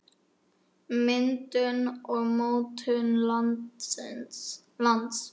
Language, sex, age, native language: Icelandic, male, 9, Icelandic